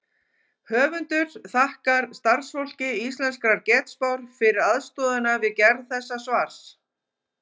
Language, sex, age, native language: Icelandic, female, 50-59, Icelandic